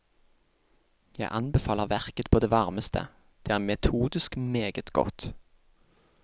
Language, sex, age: Norwegian, male, 28